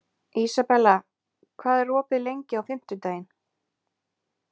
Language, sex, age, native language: Icelandic, female, 20-29, Icelandic